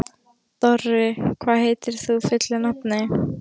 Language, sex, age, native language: Icelandic, female, 13, Icelandic